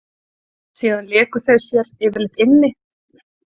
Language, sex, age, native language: Icelandic, female, 30-39, Icelandic